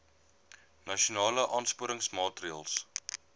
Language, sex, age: Afrikaans, male, 22